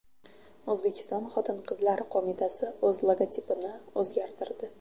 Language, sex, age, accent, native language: Uzbek, female, 12-17, Toshkent viloyati, Uzbek